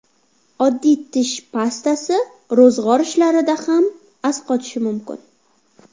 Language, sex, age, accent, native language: Uzbek, female, under 19, Farg'ona, Uzbek